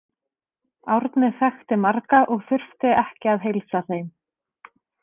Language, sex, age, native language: Icelandic, female, 30-39, Icelandic